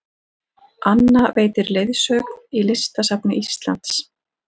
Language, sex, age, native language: Icelandic, female, 40-49, Icelandic